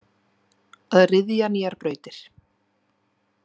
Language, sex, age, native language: Icelandic, female, 30-39, Icelandic